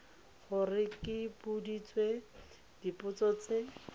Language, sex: Tswana, female